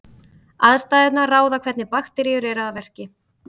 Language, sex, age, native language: Icelandic, female, 30-39, Icelandic